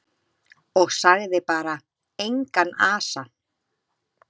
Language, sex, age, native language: Icelandic, female, 30-39, Icelandic